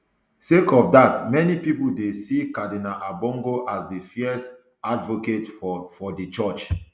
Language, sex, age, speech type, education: Nigerian Pidgin, male, 30-45, spontaneous, tertiary